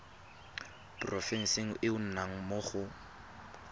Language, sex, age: Tswana, male, 23